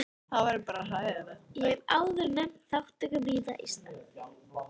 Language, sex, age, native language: Icelandic, female, 13, Icelandic